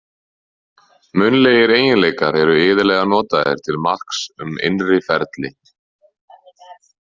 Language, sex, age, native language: Icelandic, male, 30-39, Icelandic